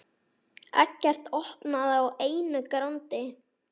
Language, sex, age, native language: Icelandic, male, 9, Icelandic